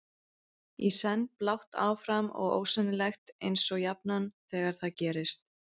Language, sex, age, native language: Icelandic, female, 30-39, Icelandic